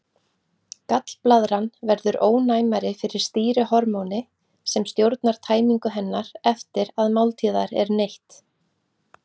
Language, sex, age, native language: Icelandic, female, 40-49, Icelandic